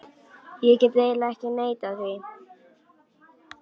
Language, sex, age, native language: Icelandic, female, 11, Icelandic